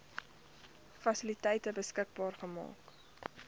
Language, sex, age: Afrikaans, female, 21